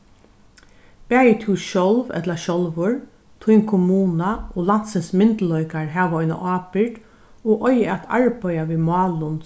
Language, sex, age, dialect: Faroese, female, 61+, Norðurstreymoy/Eysturoy